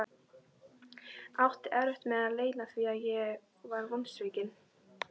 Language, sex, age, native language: Icelandic, female, 12, Icelandic